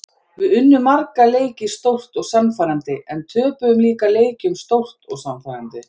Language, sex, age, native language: Icelandic, female, 40-49, Icelandic